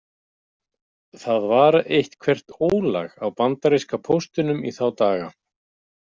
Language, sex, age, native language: Icelandic, male, 50-59, Icelandic